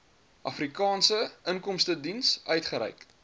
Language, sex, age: Afrikaans, male, 23